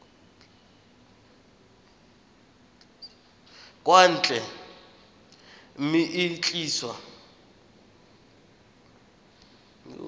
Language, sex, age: Tswana, male, 21